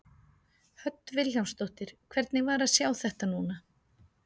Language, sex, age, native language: Icelandic, female, 50-59, Icelandic